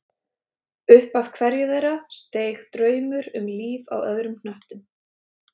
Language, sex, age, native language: Icelandic, female, 30-39, Icelandic